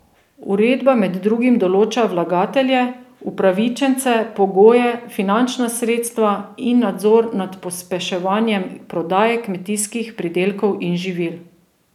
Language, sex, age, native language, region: Slovenian, female, 30-49, Slovenian, Drava region